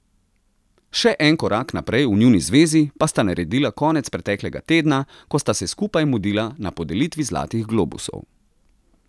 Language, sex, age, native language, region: Slovenian, male, 30-49, Slovenian, Central Slovenia